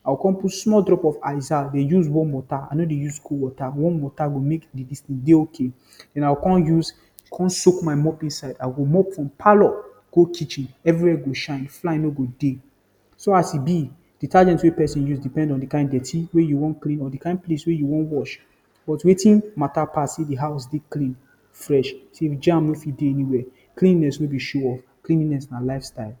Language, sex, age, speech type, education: Nigerian Pidgin, male, 15-29, spontaneous, tertiary